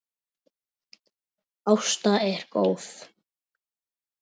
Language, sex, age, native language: Icelandic, male, 10, Icelandic